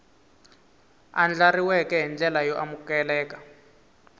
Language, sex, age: Tsonga, male, 22